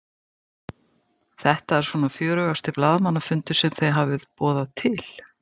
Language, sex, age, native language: Icelandic, female, 50-59, Icelandic